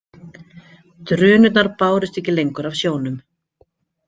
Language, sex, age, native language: Icelandic, female, 50-59, Icelandic